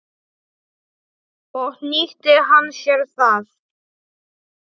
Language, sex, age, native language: Icelandic, male, 8, Polish